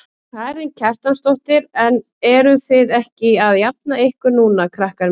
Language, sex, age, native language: Icelandic, female, 30-39, Icelandic